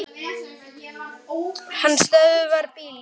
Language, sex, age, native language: Icelandic, male, 9, Icelandic